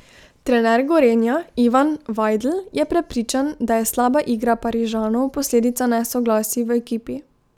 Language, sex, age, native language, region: Slovenian, female, 18-29, Slovenian, Drava region